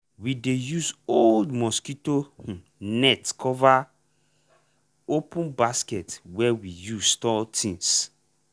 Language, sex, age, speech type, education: Nigerian Pidgin, male, 15-29, spontaneous, tertiary